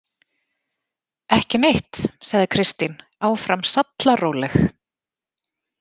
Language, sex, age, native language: Icelandic, female, 30-39, Icelandic